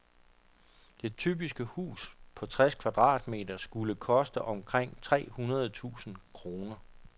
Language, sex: Danish, male